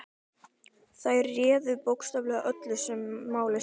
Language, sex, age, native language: Icelandic, male, 12, Icelandic